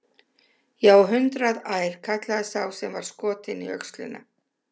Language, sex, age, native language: Icelandic, female, 60-69, Icelandic